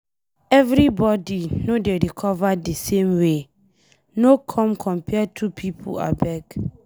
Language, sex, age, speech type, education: Nigerian Pidgin, female, 15-29, read, secondary